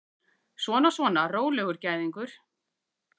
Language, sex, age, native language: Icelandic, female, 40-49, Icelandic